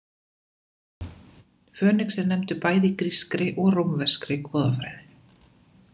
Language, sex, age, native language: Icelandic, female, 20-29, Icelandic